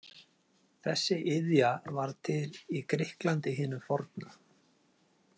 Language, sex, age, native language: Icelandic, male, 40-49, Icelandic